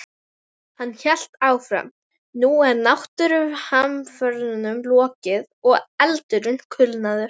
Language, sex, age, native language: Icelandic, female, 11, Icelandic